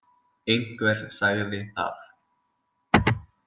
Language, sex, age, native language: Icelandic, male, 20-29, Icelandic